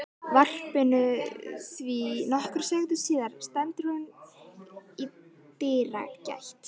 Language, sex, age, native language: Icelandic, female, 12, Icelandic